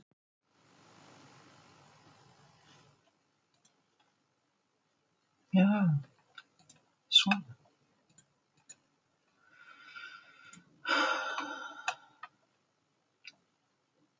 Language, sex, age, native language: Icelandic, female, 50-59, Icelandic